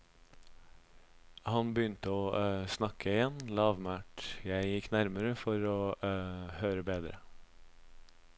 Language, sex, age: Norwegian, male, 26